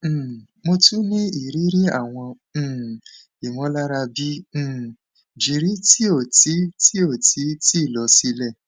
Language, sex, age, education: Yoruba, male, 15-29, tertiary